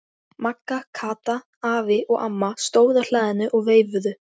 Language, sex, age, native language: Icelandic, female, 13, Icelandic